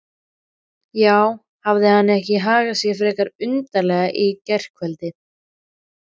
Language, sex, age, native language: Icelandic, female, 13, Icelandic